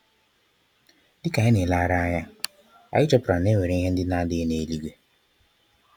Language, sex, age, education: Igbo, male, 15-29, tertiary